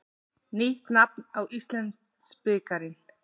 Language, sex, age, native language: Icelandic, female, 40-49, Icelandic